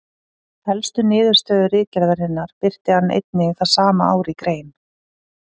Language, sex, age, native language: Icelandic, female, 30-39, Icelandic